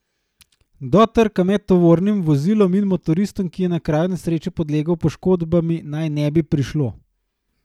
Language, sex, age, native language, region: Slovenian, male, 30-49, Slovenian, Gorenjska region